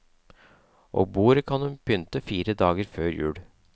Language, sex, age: Norwegian, male, 37